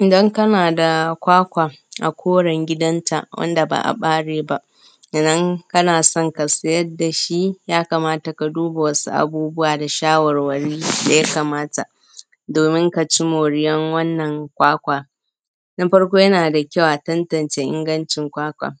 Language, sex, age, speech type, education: Hausa, female, 15-29, spontaneous, primary